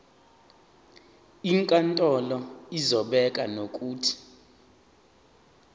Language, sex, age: Zulu, male, 23